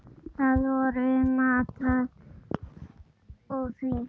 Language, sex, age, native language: Icelandic, female, 10, Icelandic